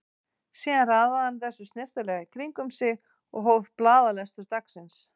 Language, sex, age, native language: Icelandic, female, 40-49, Icelandic